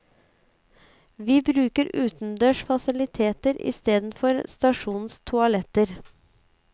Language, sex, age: Norwegian, female, 35